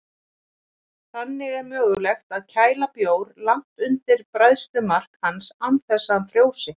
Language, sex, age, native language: Icelandic, female, 40-49, Icelandic